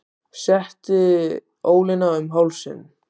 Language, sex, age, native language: Icelandic, male, 18-19, Icelandic